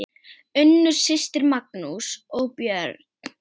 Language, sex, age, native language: Icelandic, female, 8, Icelandic